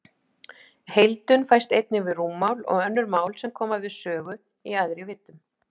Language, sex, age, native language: Icelandic, female, 50-59, Icelandic